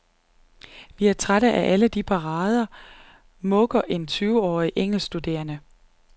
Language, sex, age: Danish, female, 39